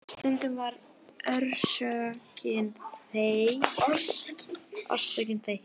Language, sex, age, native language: Icelandic, female, 10, Icelandic